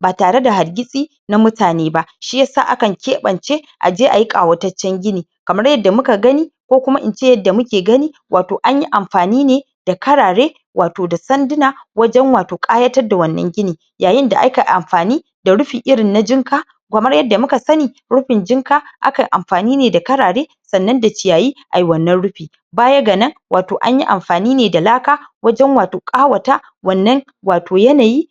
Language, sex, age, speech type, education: Hausa, female, 30-45, spontaneous, tertiary